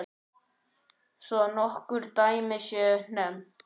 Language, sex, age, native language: Icelandic, male, 9, Icelandic